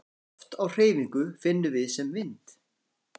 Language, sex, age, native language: Icelandic, male, 40-49, Icelandic